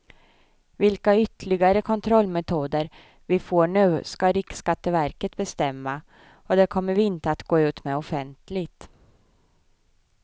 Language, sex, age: Swedish, female, 24